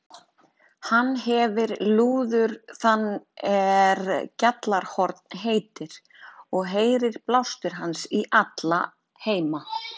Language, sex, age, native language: Icelandic, female, 30-39, Icelandic